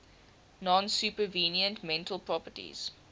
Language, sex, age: English, female, 18